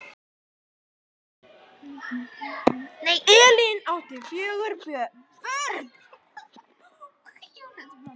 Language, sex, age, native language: Icelandic, male, 10, Icelandic